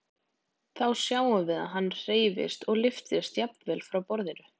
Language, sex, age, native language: Icelandic, female, 20-29, Icelandic